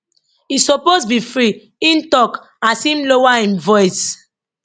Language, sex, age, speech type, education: Nigerian Pidgin, female, 30-45, spontaneous, tertiary